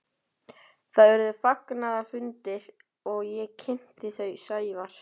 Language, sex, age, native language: Icelandic, male, 12, Icelandic